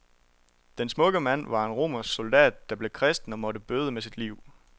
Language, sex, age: Danish, male, 23